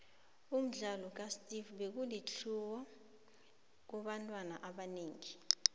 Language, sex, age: South Ndebele, female, 23